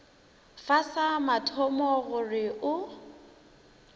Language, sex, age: Northern Sotho, female, 19